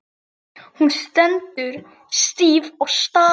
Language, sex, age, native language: Icelandic, female, 8, Icelandic